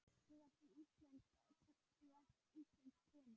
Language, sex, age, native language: Icelandic, female, 10, Icelandic